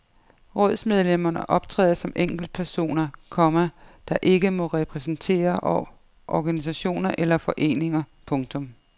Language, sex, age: Danish, female, 55